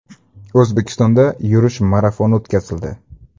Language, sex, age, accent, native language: Uzbek, male, 18-24, Andijon, Uzbek